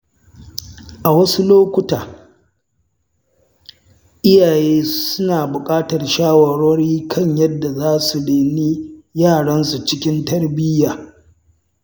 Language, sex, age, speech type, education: Hausa, male, 60+, read, tertiary